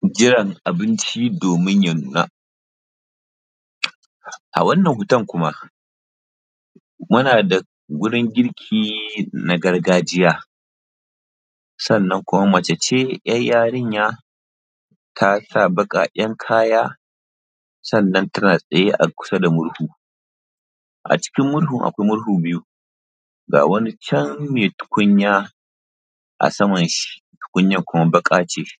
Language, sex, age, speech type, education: Hausa, male, 15-29, spontaneous, primary